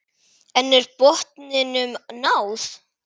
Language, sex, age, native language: Icelandic, female, 10, Icelandic